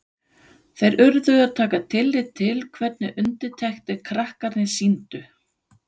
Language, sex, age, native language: Icelandic, female, 50-59, Danish